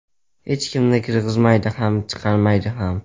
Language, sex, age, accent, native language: Uzbek, male, 12-17, Jizzax, Uzbek